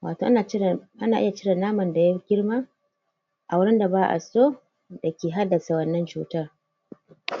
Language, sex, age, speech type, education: Hausa, female, 30-45, spontaneous, tertiary